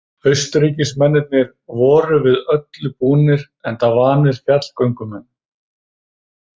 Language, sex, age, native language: Icelandic, male, 30-39, Icelandic